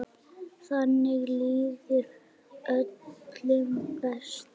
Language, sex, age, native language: Icelandic, female, 8, Icelandic